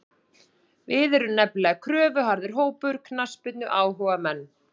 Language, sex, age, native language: Icelandic, female, 30-39, Icelandic